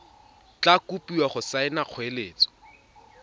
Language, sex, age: Tswana, male, 22